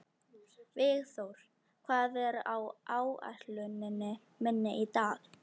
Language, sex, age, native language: Icelandic, female, 13, Icelandic